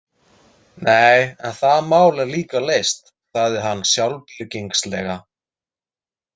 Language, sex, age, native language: Icelandic, male, 30-39, Icelandic